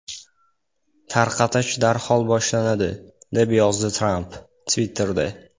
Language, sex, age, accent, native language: Uzbek, male, under 19, Farg'ona, Uzbek